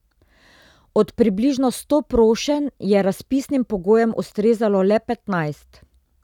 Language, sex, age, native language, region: Slovenian, female, 30-49, Slovenian, Drava region